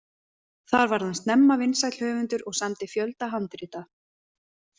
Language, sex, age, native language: Icelandic, female, 20-29, Icelandic